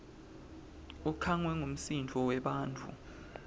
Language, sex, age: Swati, male, 20